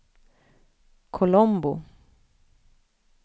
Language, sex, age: Swedish, female, 41